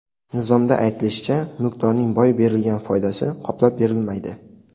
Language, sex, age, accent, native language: Uzbek, male, 18-24, Sirdaryo, Uzbek